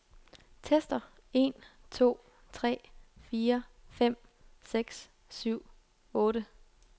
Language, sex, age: Danish, female, 22